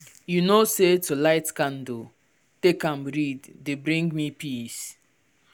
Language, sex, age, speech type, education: Nigerian Pidgin, male, 15-29, spontaneous, tertiary